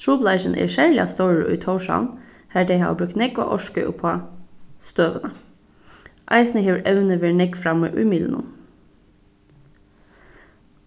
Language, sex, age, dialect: Faroese, female, 15-35, Suðurstreymoy